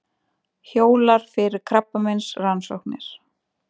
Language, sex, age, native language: Icelandic, female, 20-29, Icelandic